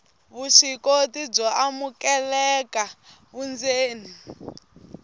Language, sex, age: Tsonga, female, 18